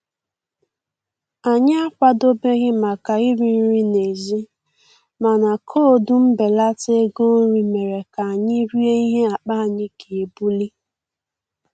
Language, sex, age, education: Igbo, female, 15-29, tertiary